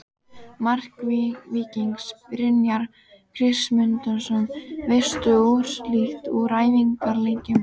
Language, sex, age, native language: Icelandic, female, 12, Icelandic